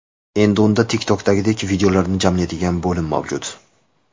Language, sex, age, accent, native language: Uzbek, male, 18-24, Jizzax, Uzbek